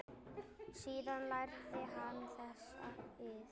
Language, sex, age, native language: Icelandic, male, 10, Icelandic